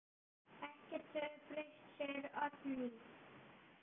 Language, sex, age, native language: Icelandic, male, 9, Icelandic